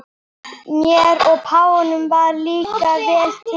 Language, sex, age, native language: Icelandic, female, 12, Icelandic